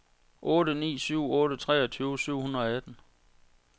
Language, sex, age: Danish, male, 46